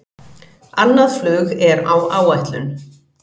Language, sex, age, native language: Icelandic, female, 40-49, Icelandic